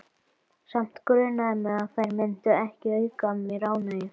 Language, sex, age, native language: Icelandic, female, 12, Icelandic